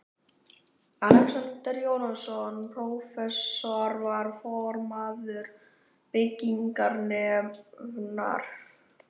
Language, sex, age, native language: Icelandic, male, 11, Icelandic